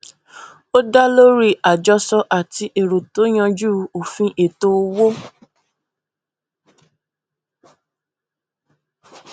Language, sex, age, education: Yoruba, female, 15-29, tertiary